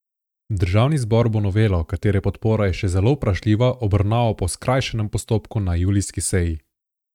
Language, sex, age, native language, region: Slovenian, male, 18-29, Slovenian, Southeast Slovenia